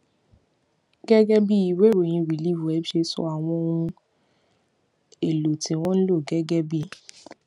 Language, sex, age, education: Yoruba, female, 15-29, tertiary